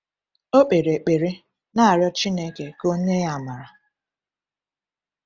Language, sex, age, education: Igbo, female, 15-29, tertiary